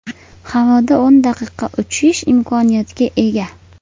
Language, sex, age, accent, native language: Uzbek, female, 18-24, Namangan, Uzbek